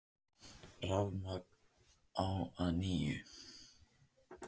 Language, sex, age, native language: Icelandic, male, 18-19, Icelandic